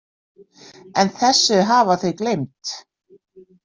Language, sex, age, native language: Icelandic, female, 60-69, Icelandic